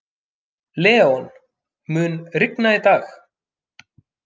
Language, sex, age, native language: Icelandic, male, 30-39, Icelandic